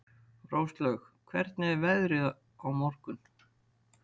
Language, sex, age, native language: Icelandic, female, 60-69, Icelandic